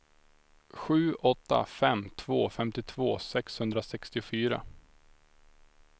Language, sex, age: Swedish, male, 25